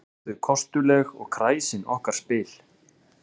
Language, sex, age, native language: Icelandic, male, 40-49, Icelandic